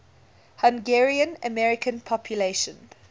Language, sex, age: English, female, 20